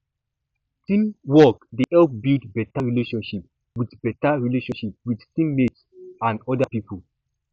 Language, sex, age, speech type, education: Nigerian Pidgin, male, 15-29, spontaneous, tertiary